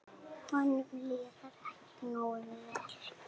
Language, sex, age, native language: Icelandic, male, 6, Icelandic